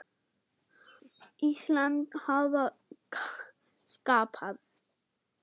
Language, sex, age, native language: Icelandic, female, 8, German